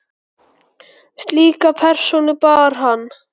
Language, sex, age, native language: Icelandic, male, 9, Icelandic